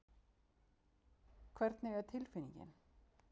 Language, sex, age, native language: Icelandic, female, 50-59, Icelandic